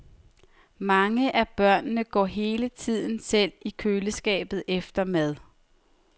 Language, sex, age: Danish, female, 30